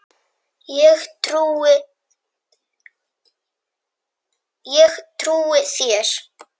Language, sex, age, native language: Icelandic, female, 9, Icelandic